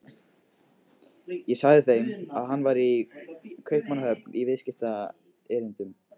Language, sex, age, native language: Icelandic, male, 15, Icelandic